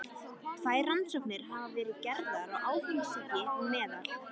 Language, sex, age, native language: Icelandic, female, 13, Icelandic